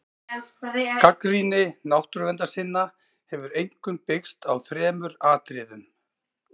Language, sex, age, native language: Icelandic, male, 40-49, Icelandic